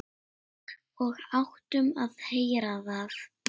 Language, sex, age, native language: Icelandic, female, 7, Icelandic